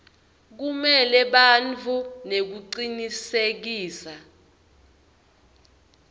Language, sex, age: Swati, female, 22